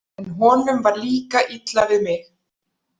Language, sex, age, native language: Icelandic, female, 40-49, Icelandic